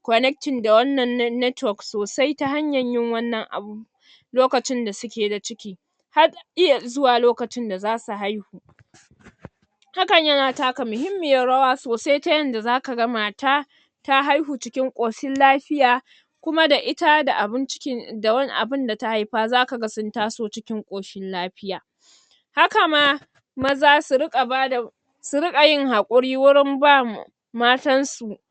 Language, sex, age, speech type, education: Hausa, female, 60+, spontaneous, secondary